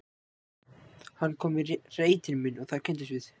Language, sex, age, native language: Icelandic, male, 18-19, Icelandic